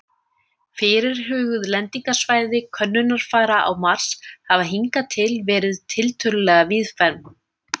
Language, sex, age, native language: Icelandic, female, 30-39, Icelandic